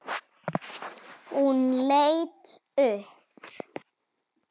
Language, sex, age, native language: Icelandic, female, 7, Icelandic